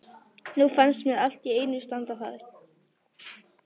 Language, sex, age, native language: Icelandic, female, 11, Icelandic